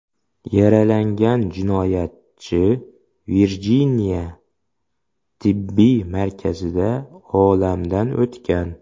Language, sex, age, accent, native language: Uzbek, male, 25-34, Xorazm, Uzbek